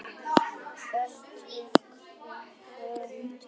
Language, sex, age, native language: Icelandic, male, 10, Icelandic